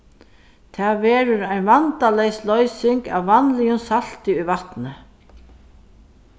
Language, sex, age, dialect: Faroese, female, 36-60, Suðurstreymoy